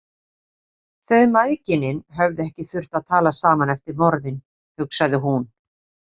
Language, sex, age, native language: Icelandic, female, 50-59, Icelandic